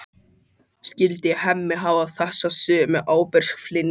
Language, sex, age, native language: Icelandic, male, 12, Icelandic